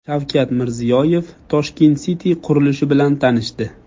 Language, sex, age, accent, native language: Uzbek, male, 25-34, Jizzax, Uzbek